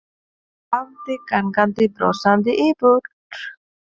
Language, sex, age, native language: Icelandic, female, 30-39, Polish